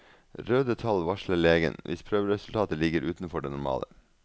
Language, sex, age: Norwegian, male, 42